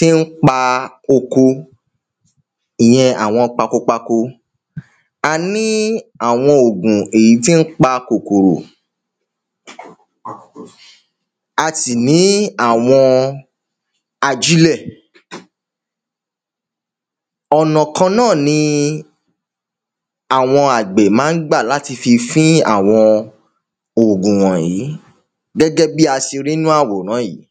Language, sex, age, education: Yoruba, male, 15-29, tertiary